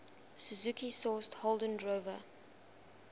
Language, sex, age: English, female, 20